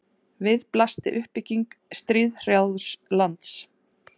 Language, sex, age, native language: Icelandic, female, 40-49, Icelandic